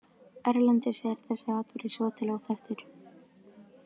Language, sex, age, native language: Icelandic, female, 20-29, Icelandic